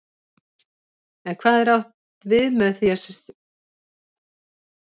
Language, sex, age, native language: Icelandic, female, 70-79, Icelandic